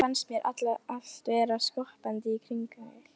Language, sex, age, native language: Icelandic, female, 11, Icelandic